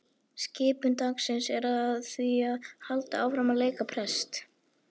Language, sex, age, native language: Icelandic, female, 11, Icelandic